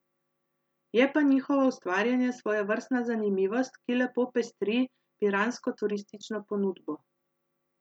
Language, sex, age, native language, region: Slovenian, female, 30-49, Slovenian, Central Slovenia